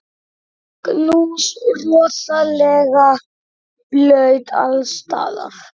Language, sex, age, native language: Icelandic, male, 9, Icelandic